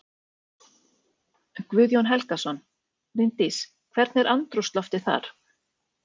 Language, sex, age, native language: Icelandic, female, 40-49, Icelandic